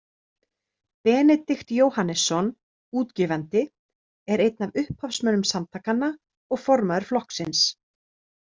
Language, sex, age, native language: Icelandic, female, 30-39, Icelandic